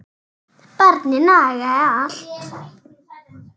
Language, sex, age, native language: Icelandic, female, 8, Icelandic